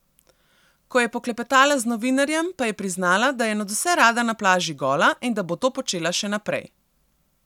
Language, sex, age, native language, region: Slovenian, female, 30-49, Slovenian, Central Slovenia